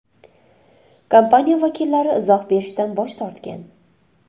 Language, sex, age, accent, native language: Uzbek, female, 25-34, Surxondaryo, Uzbek